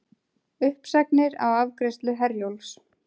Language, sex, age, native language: Icelandic, female, 30-39, Icelandic